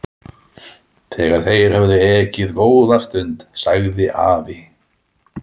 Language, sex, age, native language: Icelandic, male, 30-39, Icelandic